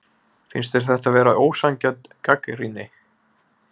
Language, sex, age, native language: Icelandic, male, 20-29, Icelandic